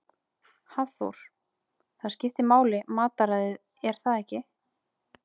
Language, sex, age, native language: Icelandic, female, 30-39, Icelandic